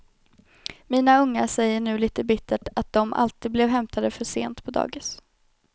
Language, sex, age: Swedish, female, 21